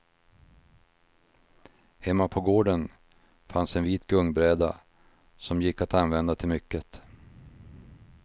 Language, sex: Swedish, male